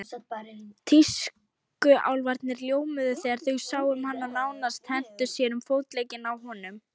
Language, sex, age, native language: Icelandic, female, 18-19, Icelandic